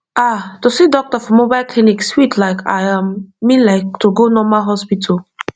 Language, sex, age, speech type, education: Nigerian Pidgin, female, 15-29, spontaneous, tertiary